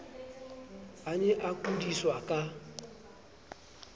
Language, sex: Southern Sotho, male